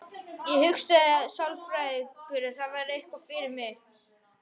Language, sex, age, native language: Icelandic, other, 12, Icelandic